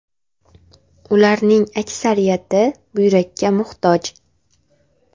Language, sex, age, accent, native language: Uzbek, female, 18-24, Andijon, Uzbek